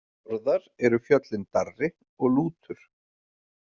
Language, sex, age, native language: Icelandic, male, 40-49, Icelandic